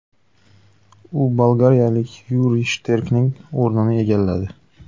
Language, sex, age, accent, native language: Uzbek, male, 25-34, Xorazm, Uzbek